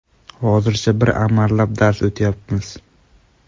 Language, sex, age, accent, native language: Uzbek, male, 18-24, Andijon, Uzbek